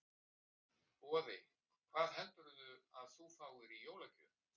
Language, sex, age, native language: Icelandic, male, 60-69, Icelandic